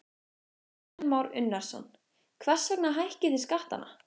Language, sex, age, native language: Icelandic, female, 15, Icelandic